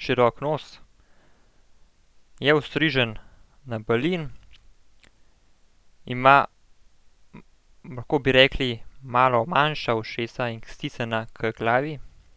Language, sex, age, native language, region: Slovenian, male, 18-29, Slovenian, Central Slovenia